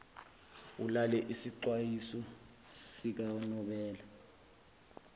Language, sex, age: Zulu, male, 20